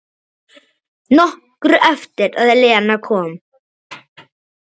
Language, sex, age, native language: Icelandic, male, 7, Icelandic